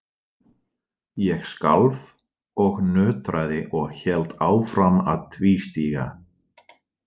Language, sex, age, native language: Icelandic, male, 40-49, Dutch